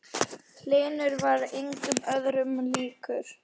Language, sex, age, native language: Icelandic, male, 9, Icelandic